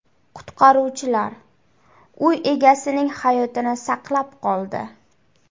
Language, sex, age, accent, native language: Uzbek, female, 18-24, Buxoro, Uzbek